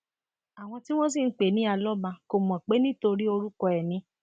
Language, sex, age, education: Yoruba, female, 30-45, tertiary